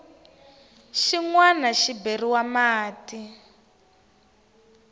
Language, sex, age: Tsonga, female, 19